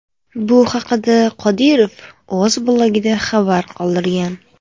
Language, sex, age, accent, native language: Uzbek, female, 18-24, Navoiy, Uzbek